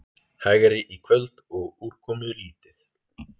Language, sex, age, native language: Icelandic, male, 30-39, Icelandic